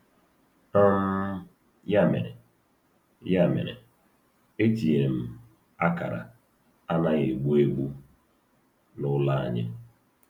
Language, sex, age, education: Igbo, male, 30-45, tertiary